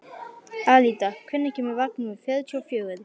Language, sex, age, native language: Icelandic, female, 11, Icelandic